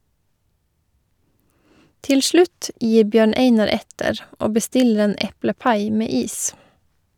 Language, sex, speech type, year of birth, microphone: Norwegian, female, read, 1985, Shure